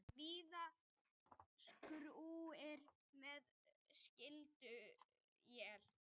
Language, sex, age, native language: Icelandic, female, 18-19, Icelandic